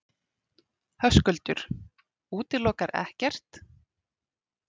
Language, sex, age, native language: Icelandic, female, 30-39, Icelandic